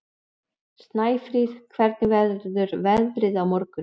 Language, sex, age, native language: Icelandic, female, 40-49, Icelandic